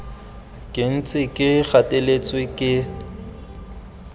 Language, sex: Tswana, male